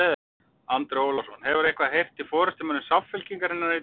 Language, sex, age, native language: Icelandic, male, 40-49, Icelandic